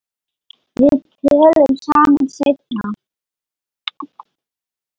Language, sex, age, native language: Icelandic, female, 9, Lithuanian